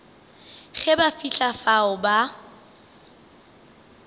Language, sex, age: Northern Sotho, female, 24